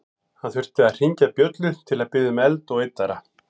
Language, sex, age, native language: Icelandic, male, 40-49, Icelandic